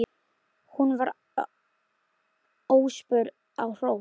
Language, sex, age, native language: Icelandic, male, 10, Icelandic